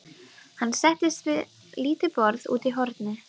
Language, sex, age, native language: Icelandic, female, 12, Icelandic